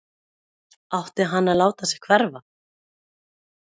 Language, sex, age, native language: Icelandic, female, 40-49, Icelandic